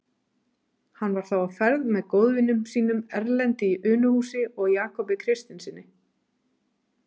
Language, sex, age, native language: Icelandic, female, 30-39, Icelandic